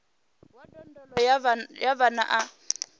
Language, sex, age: Venda, female, 28